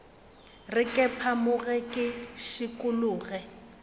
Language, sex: Northern Sotho, female